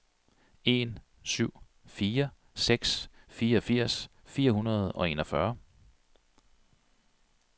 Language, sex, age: Danish, male, 42